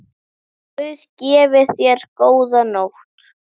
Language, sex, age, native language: Icelandic, female, 10, Icelandic